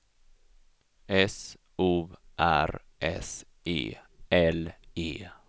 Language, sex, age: Swedish, male, 34